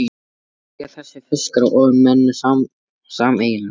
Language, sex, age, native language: Icelandic, male, 14, Icelandic